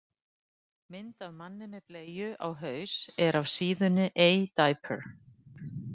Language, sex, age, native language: Icelandic, female, 50-59, Icelandic